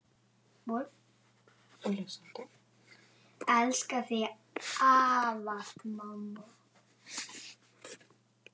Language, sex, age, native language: Icelandic, male, 7, Icelandic